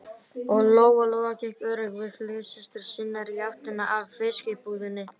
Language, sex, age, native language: Icelandic, female, 30-39, Icelandic